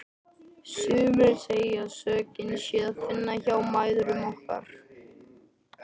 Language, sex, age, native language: Icelandic, male, 13, Icelandic